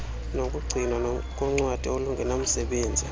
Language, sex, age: Xhosa, male, 26